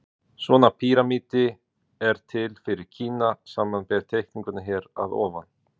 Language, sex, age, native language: Icelandic, male, 40-49, Icelandic